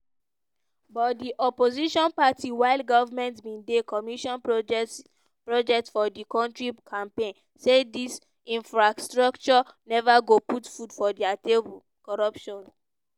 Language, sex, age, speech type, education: Nigerian Pidgin, female, 15-29, spontaneous, tertiary